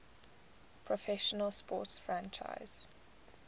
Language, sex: English, female